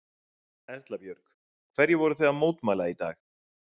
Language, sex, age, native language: Icelandic, male, 30-39, Icelandic